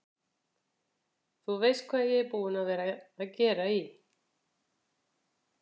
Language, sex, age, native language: Icelandic, female, 50-59, Icelandic